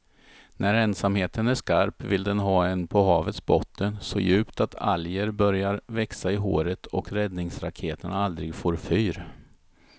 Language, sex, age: Swedish, male, 51